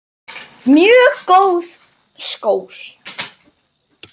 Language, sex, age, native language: Icelandic, male, 10, Icelandic